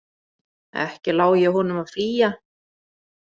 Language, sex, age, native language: Icelandic, female, 40-49, Icelandic